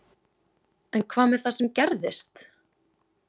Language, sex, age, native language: Icelandic, female, 20-29, Icelandic